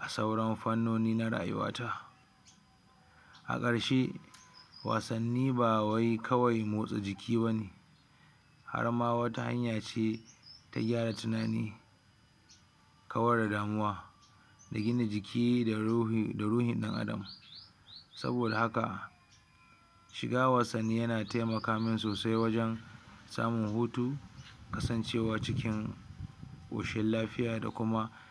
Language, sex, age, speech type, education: Hausa, male, 60+, spontaneous, tertiary